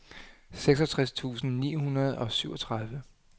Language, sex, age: Danish, male, 39